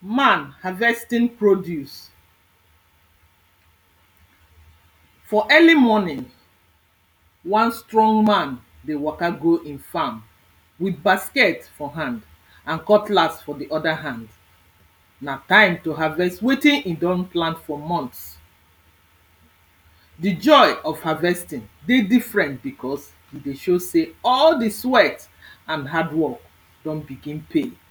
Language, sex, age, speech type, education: Nigerian Pidgin, female, 46-60, spontaneous, secondary